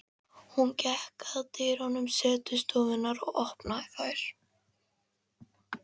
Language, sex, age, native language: Icelandic, female, 13, Icelandic